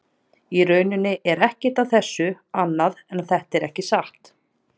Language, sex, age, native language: Icelandic, female, 30-39, Icelandic